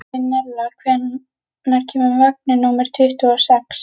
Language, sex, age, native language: Icelandic, female, 11, Icelandic